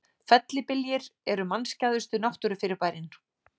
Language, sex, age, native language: Icelandic, female, 40-49, Icelandic